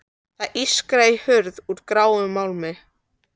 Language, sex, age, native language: Icelandic, other, 13, Icelandic